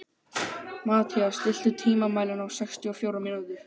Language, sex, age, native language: Icelandic, male, 12, Icelandic